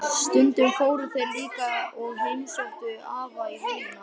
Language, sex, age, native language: Icelandic, male, 11, Icelandic